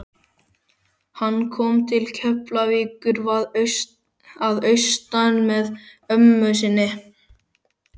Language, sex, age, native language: Icelandic, male, 12, Icelandic